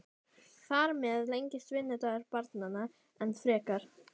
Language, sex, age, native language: Icelandic, female, 11, Icelandic